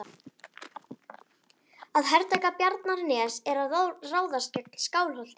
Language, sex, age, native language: Icelandic, female, 11, Icelandic